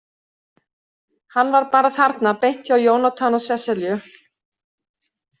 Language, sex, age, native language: Icelandic, female, 60-69, Swedish